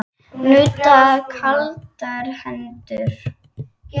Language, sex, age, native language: Icelandic, female, 8, Icelandic